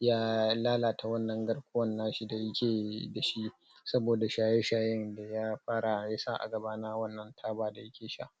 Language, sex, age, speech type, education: Hausa, male, 30-45, spontaneous, tertiary